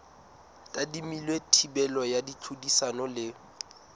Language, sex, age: Southern Sotho, male, 19